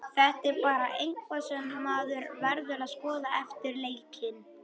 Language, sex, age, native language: Icelandic, male, 21, Icelandic